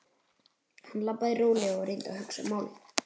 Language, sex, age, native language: Icelandic, male, 11, Icelandic